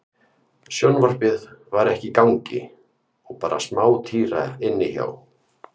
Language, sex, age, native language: Icelandic, male, 50-59, Icelandic